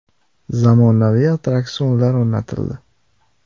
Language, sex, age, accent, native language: Uzbek, male, 25-34, Andijon, Uzbek